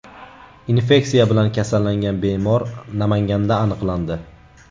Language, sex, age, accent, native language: Uzbek, male, 18-24, Navoiy, Uzbek